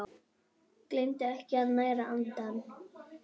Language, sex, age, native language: Icelandic, female, 10, Icelandic